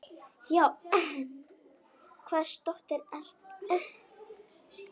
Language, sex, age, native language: Icelandic, female, 9, Icelandic